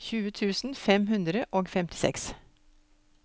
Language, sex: Norwegian, female